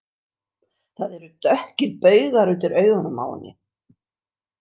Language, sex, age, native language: Icelandic, female, 60-69, English